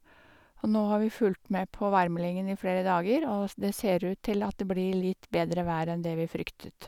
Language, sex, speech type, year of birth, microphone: Norwegian, female, spontaneous, 1952, Sennheiser